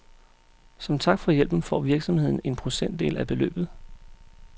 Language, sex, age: Danish, male, 35